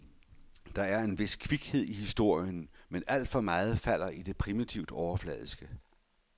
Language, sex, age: Danish, male, 51